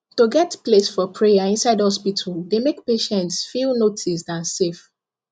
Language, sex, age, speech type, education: Nigerian Pidgin, female, 15-29, spontaneous, tertiary